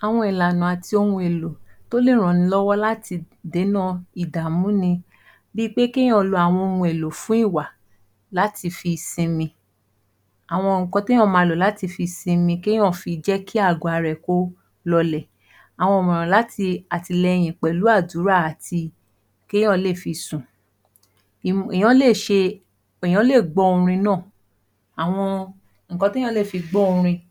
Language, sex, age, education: Yoruba, female, 15-29, tertiary